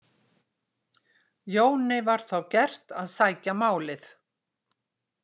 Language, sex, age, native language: Icelandic, female, 60-69, Icelandic